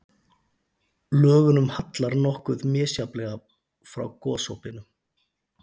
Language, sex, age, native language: Icelandic, male, 40-49, Icelandic